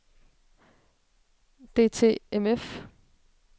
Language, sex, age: Danish, female, 36